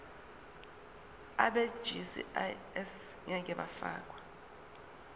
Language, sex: Zulu, female